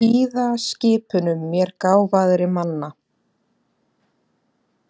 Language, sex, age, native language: Icelandic, female, 30-39, Icelandic